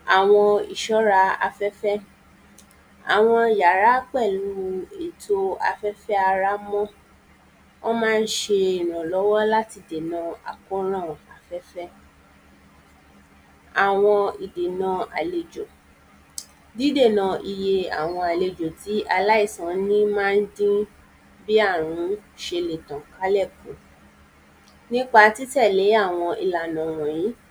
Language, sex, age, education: Yoruba, female, 30-45, primary